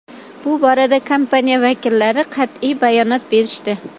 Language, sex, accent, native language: Uzbek, female, Toshkent shahri, Uzbek